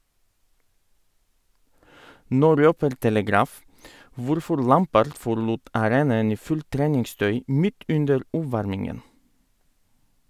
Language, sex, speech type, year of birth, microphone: Norwegian, male, read, 1985, Sennheiser